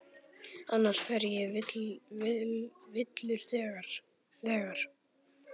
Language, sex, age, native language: Icelandic, male, 10, Icelandic